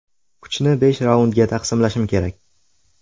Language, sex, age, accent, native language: Uzbek, male, 18-24, Buxoro, Uzbek